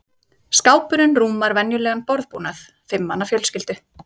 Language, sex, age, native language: Icelandic, female, 30-39, Icelandic